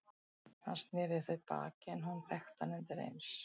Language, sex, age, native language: Icelandic, female, 60-69, Icelandic